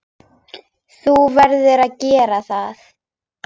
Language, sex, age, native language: Icelandic, female, 9, Icelandic